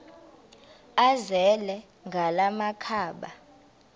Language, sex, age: Xhosa, female, 32